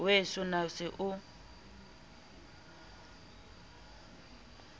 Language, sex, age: Southern Sotho, female, 27